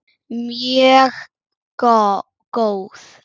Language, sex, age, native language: Icelandic, male, 6, Icelandic